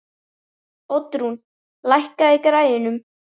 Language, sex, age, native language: Icelandic, female, 13, Icelandic